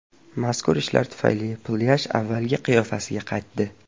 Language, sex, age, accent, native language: Uzbek, male, 12-17, Farg'ona, Uzbek